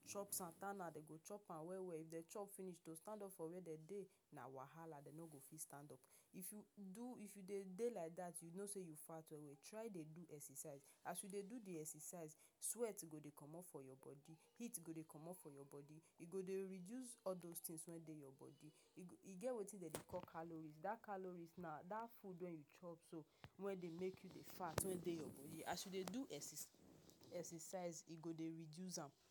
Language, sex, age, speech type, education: Nigerian Pidgin, female, 46-60, spontaneous, tertiary